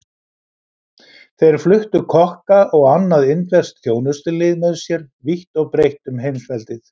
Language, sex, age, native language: Icelandic, male, 60-69, Icelandic